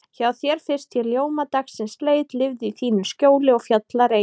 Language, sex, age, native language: Icelandic, female, 30-39, Icelandic